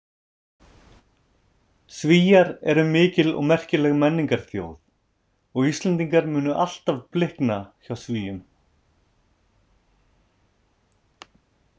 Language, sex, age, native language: Icelandic, male, 30-39, Icelandic